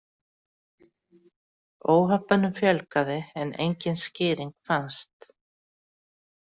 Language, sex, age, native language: Icelandic, female, 40-49, Icelandic